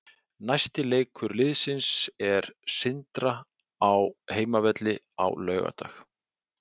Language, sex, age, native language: Icelandic, male, 40-49, Icelandic